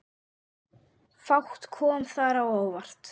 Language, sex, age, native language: Icelandic, male, 8, Icelandic